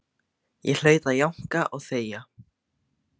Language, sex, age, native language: Icelandic, male, 15, Icelandic